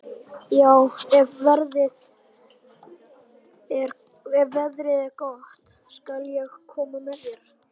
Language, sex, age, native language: Icelandic, male, 11, Icelandic